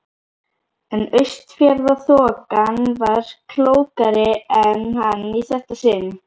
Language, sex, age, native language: Icelandic, female, 11, Icelandic